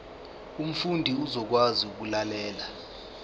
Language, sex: Zulu, male